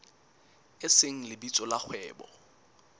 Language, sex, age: Southern Sotho, male, 19